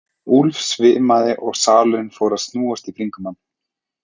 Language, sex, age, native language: Icelandic, male, 30-39, Icelandic